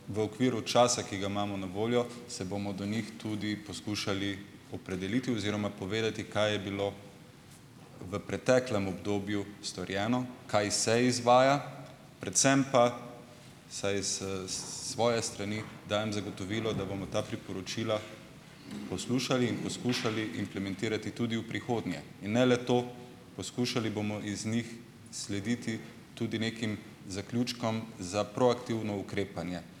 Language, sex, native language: Slovenian, male, Slovenian